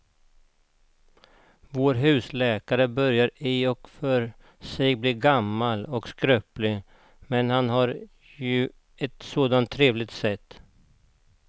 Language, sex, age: Swedish, male, 49